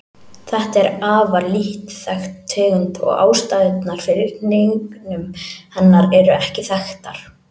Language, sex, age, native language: Icelandic, male, 18-19, Icelandic